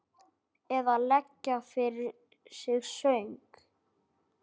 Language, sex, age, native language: Icelandic, male, 9, Icelandic